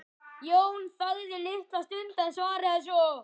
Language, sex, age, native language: Icelandic, other, 11, Icelandic